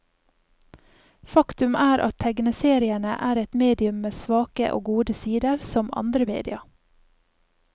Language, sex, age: Norwegian, female, 28